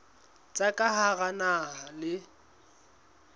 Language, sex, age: Southern Sotho, male, 21